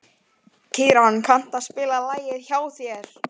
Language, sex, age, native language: Icelandic, male, 11, Icelandic